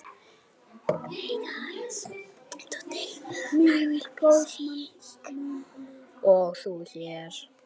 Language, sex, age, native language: Icelandic, female, 10, Icelandic